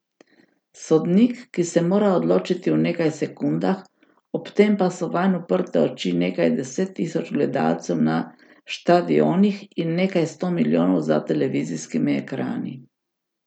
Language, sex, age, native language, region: Slovenian, female, 60+, Slovenian, Gorica region